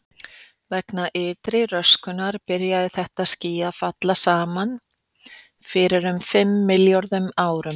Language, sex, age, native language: Icelandic, female, 40-49, Icelandic